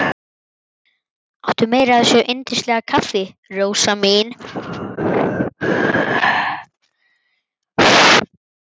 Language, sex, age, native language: Icelandic, male, 11, Icelandic